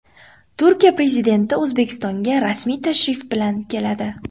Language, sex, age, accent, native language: Uzbek, female, 18-24, Qoraqalpog'iston, Uzbek